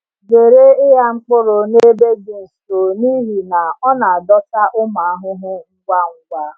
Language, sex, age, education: Igbo, female, 30-45, tertiary